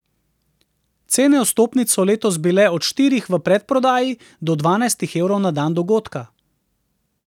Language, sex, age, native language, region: Slovenian, male, 30-49, Slovenian, Central Slovenia